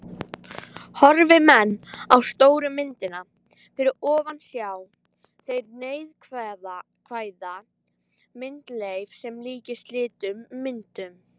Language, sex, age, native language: Icelandic, female, 18-19, Icelandic